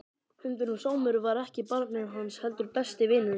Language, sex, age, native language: Icelandic, male, 12, Icelandic